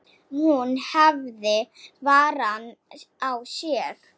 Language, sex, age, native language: Icelandic, female, 7, Slovak